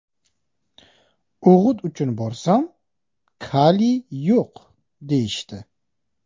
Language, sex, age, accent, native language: Uzbek, male, 25-34, Qashqadaryo, Uzbek